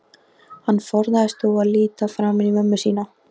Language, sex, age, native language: Icelandic, female, 13, Icelandic